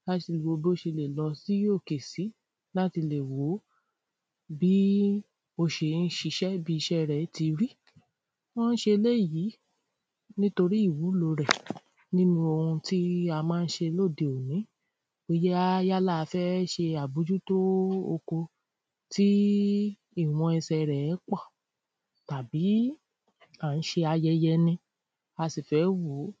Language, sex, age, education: Yoruba, female, 30-45, tertiary